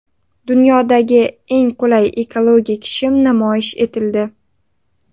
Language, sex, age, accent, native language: Uzbek, female, 18-24, Sirdaryo, Uzbek